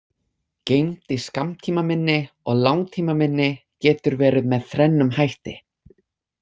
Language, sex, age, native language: Icelandic, other, 20-29, English